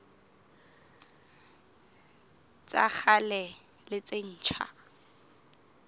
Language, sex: Southern Sotho, female